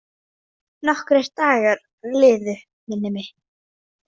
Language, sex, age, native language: Icelandic, other, 18-19, Icelandic